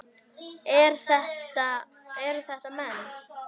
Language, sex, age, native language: Icelandic, female, 9, Icelandic